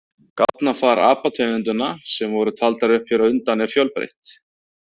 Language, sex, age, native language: Icelandic, male, 30-39, Icelandic